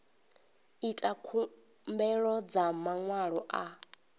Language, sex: Venda, female